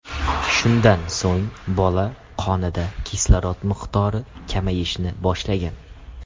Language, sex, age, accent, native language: Uzbek, male, under 19, Samarqand, Uzbek